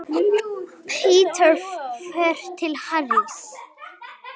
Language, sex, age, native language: Icelandic, female, 8, Icelandic